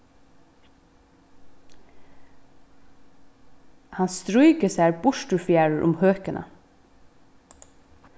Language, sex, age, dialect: Faroese, female, 15-35, Vágar